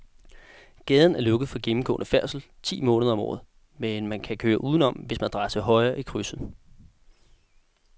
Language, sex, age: Danish, male, 18